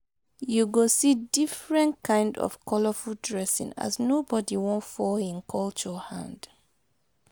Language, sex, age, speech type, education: Nigerian Pidgin, female, 30-45, spontaneous, tertiary